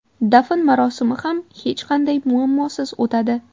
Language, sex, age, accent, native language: Uzbek, female, 18-24, Qashqadaryo, Uzbek